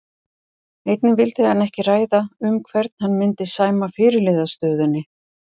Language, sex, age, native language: Icelandic, female, 50-59, Icelandic